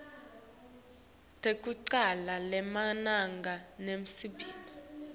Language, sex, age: Swati, female, 19